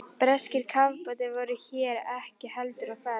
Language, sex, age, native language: Icelandic, female, 11, Icelandic